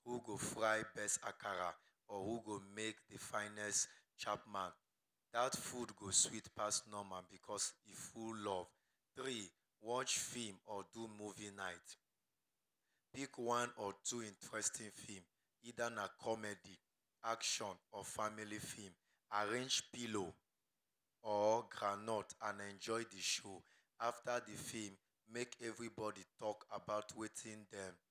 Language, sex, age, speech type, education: Nigerian Pidgin, male, 30-45, spontaneous, tertiary